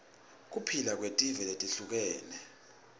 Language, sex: Swati, male